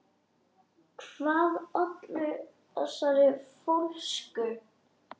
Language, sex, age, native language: Icelandic, other, 10, Icelandic